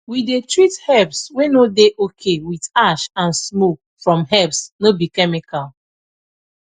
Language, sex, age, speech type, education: Nigerian Pidgin, female, 15-29, spontaneous, tertiary